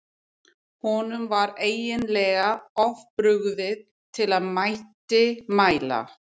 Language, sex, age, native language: Icelandic, female, 50-59, English